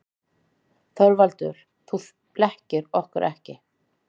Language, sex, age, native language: Icelandic, female, 50-59, Icelandic